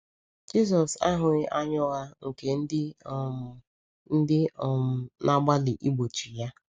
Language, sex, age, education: Igbo, female, 15-29, secondary